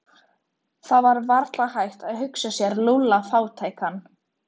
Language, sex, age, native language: Icelandic, female, 13, Icelandic